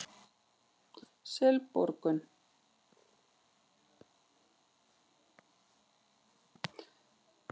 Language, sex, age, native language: Icelandic, female, 40-49, Icelandic